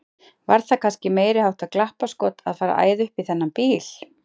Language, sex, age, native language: Icelandic, female, 30-39, Icelandic